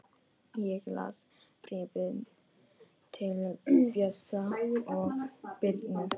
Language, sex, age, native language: Icelandic, female, 14, Icelandic